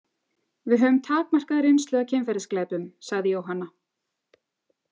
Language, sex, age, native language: Icelandic, female, 40-49, Icelandic